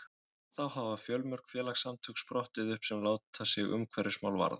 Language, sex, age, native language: Icelandic, male, 20-29, Icelandic